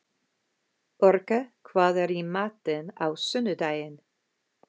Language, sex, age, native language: Icelandic, female, 50-59, English